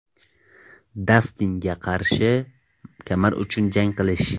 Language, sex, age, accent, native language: Uzbek, male, 18-24, Toshkent viloyati, Tajik